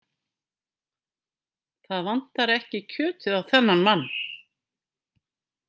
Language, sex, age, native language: Icelandic, female, 50-59, Icelandic